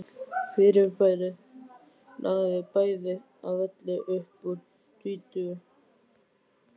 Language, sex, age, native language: Icelandic, male, 12, Icelandic